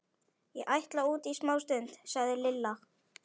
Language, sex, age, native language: Icelandic, male, 11, Icelandic